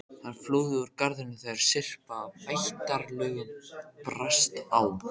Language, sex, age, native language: Icelandic, male, 14, Icelandic